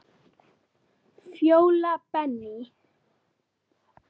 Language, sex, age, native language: Icelandic, female, 9, Icelandic